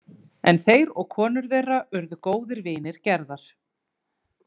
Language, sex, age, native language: Icelandic, female, 30-39, Icelandic